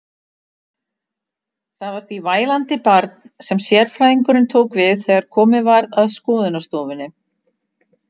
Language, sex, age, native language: Icelandic, female, 60-69, Icelandic